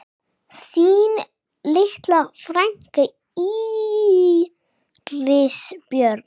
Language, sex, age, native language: Icelandic, female, 6, English